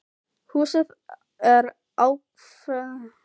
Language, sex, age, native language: Icelandic, female, 15, Filipino